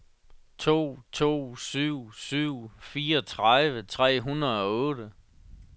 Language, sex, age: Danish, male, 37